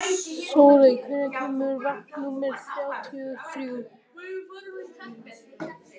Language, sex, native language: Icelandic, male, Icelandic